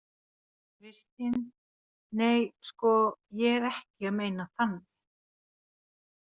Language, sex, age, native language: Icelandic, female, 40-49, Finnish